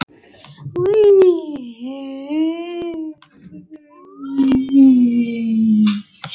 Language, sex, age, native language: Icelandic, other, 11, Icelandic